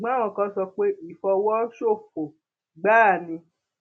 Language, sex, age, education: Yoruba, female, 15-29, tertiary